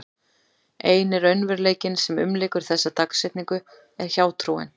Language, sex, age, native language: Icelandic, female, 40-49, Icelandic